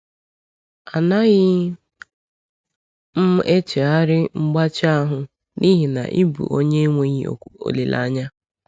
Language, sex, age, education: Igbo, female, 15-29, secondary